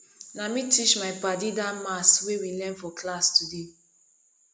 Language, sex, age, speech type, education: Nigerian Pidgin, female, 15-29, spontaneous, tertiary